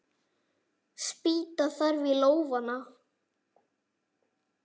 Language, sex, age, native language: Icelandic, male, 9, Icelandic